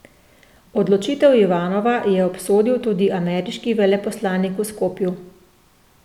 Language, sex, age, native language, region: Slovenian, female, 30-49, Slovenian, Central Slovenia